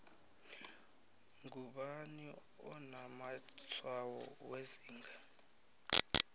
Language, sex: South Ndebele, male